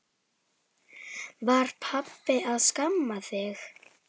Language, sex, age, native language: Icelandic, female, 10, Icelandic